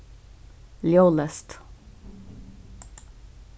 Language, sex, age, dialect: Faroese, female, 15-35, Suðurstreymoy